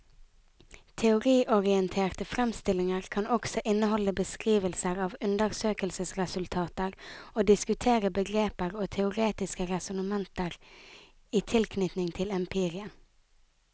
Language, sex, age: Norwegian, female, 19